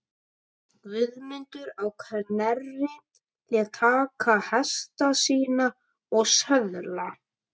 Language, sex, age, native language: Icelandic, male, 12, Icelandic